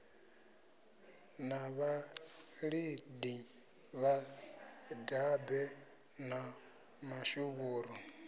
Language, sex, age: Venda, male, 26